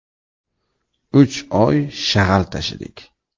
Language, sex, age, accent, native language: Uzbek, male, 35+, Toshkent shahri, Uzbek